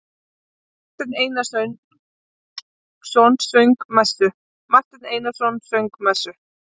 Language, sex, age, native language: Icelandic, female, 20-29, Icelandic